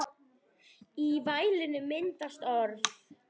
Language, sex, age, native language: Icelandic, female, 9, Icelandic